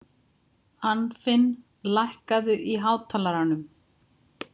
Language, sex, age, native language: Icelandic, female, 50-59, Icelandic